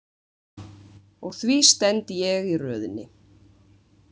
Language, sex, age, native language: Icelandic, female, 20-29, Icelandic